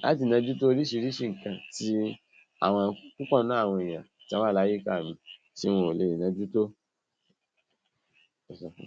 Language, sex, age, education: Yoruba, female, 60+, secondary